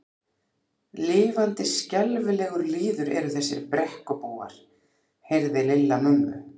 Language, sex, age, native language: Icelandic, female, 40-49, Icelandic